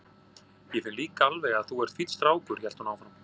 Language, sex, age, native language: Icelandic, male, 40-49, Icelandic